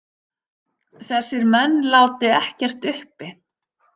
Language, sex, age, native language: Icelandic, female, 50-59, Icelandic